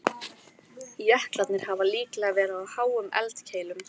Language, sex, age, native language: Icelandic, female, 13, Icelandic